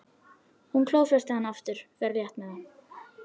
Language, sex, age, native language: Icelandic, female, 12, Icelandic